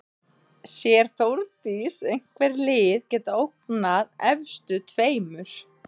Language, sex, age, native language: Icelandic, female, 30-39, Icelandic